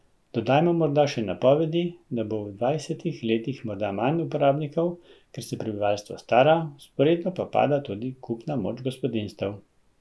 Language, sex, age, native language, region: Slovenian, male, 50-59, Slovenian, Central Slovenia